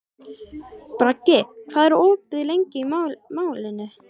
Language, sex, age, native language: Icelandic, female, 13, Icelandic